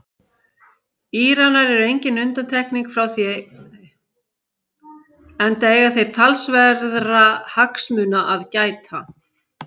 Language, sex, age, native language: Icelandic, male, 18-19, Icelandic